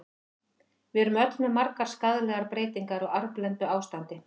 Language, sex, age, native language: Icelandic, female, 50-59, Icelandic